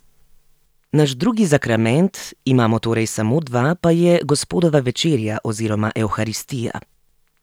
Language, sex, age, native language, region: Slovenian, female, 30-49, Slovenian, Gorenjska region